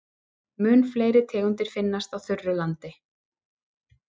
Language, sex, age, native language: Icelandic, female, 30-39, Icelandic